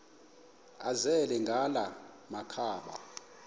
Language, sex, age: Xhosa, male, 24